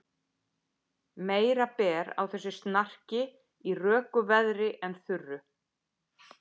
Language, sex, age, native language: Icelandic, female, 50-59, Icelandic